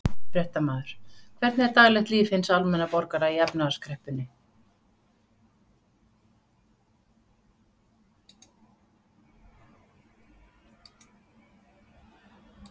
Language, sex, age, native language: Icelandic, female, 60-69, Icelandic